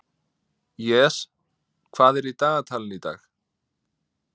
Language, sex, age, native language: Icelandic, male, 30-39, Icelandic